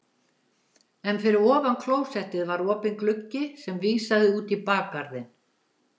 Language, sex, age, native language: Icelandic, female, 70-79, Icelandic